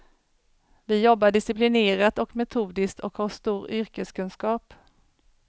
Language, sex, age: Swedish, female, 40